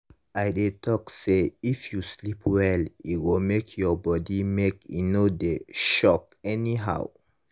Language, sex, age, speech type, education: Nigerian Pidgin, male, 15-29, spontaneous, tertiary